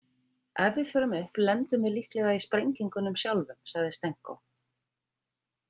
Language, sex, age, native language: Icelandic, female, 50-59, Icelandic